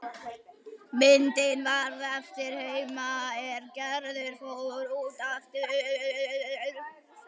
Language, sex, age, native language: Icelandic, female, 11, Icelandic